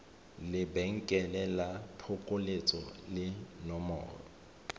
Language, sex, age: Tswana, male, 31